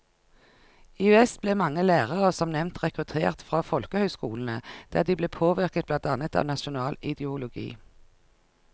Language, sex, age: Norwegian, female, 49